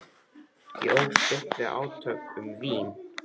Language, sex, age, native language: Icelandic, male, 13, Icelandic